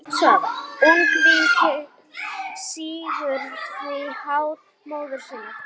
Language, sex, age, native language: Icelandic, female, 18-19, Icelandic